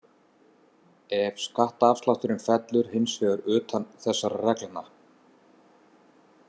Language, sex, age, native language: Icelandic, male, 50-59, Icelandic